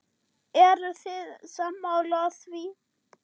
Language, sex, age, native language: Icelandic, male, 6, German